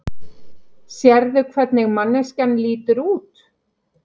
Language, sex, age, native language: Icelandic, female, 50-59, Icelandic